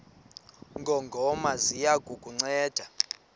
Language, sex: Xhosa, male